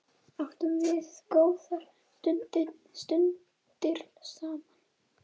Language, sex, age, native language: Icelandic, female, 8, Icelandic